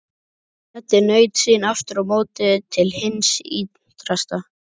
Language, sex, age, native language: Icelandic, male, 11, Icelandic